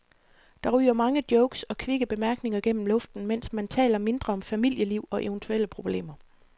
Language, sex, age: Danish, female, 40